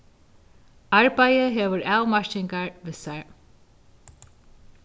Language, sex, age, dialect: Faroese, female, 36-60, Vágar